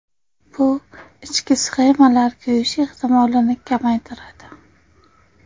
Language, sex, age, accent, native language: Uzbek, female, 25-34, Qashqadaryo, Uzbek